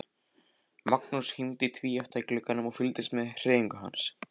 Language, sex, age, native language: Icelandic, male, 14, Icelandic